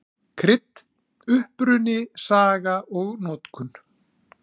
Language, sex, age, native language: Icelandic, male, 40-49, Icelandic